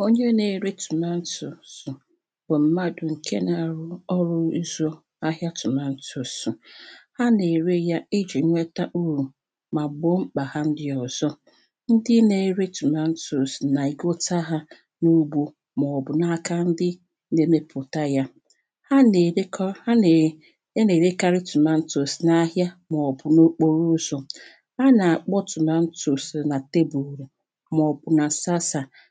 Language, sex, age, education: Igbo, female, 30-45, primary